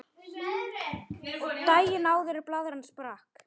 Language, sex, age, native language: Icelandic, male, 9, Icelandic